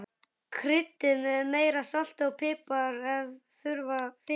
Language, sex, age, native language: Icelandic, male, 11, Icelandic